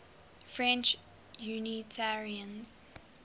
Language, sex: English, female